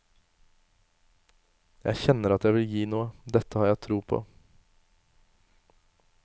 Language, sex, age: Norwegian, male, 24